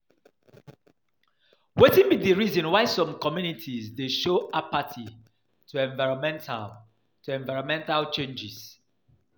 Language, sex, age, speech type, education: Nigerian Pidgin, male, 30-45, spontaneous, tertiary